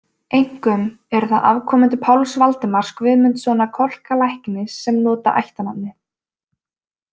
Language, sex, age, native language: Icelandic, female, 20-29, Icelandic